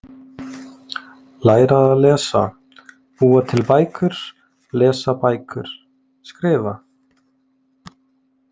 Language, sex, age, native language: Icelandic, male, 20-29, Icelandic